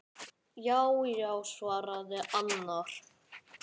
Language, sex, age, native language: Icelandic, male, 9, Icelandic